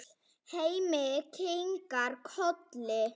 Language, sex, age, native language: Icelandic, female, 7, Icelandic